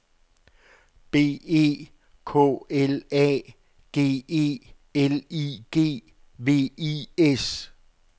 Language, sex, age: Danish, male, 48